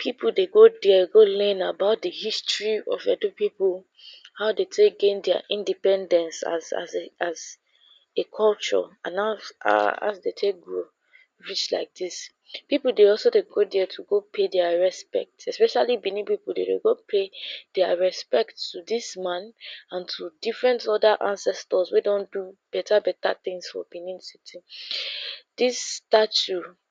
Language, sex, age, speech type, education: Nigerian Pidgin, female, 15-29, spontaneous, secondary